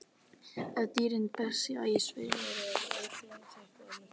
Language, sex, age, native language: Icelandic, male, 18-19, Icelandic